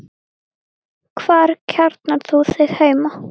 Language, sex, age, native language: Icelandic, female, 9, Icelandic